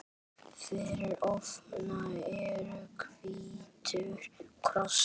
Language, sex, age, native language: Icelandic, male, 10, Icelandic